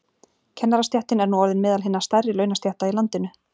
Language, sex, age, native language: Icelandic, female, 40-49, Icelandic